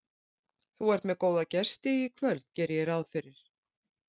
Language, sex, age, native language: Icelandic, female, 60-69, Icelandic